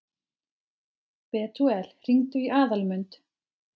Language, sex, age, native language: Icelandic, female, 30-39, Icelandic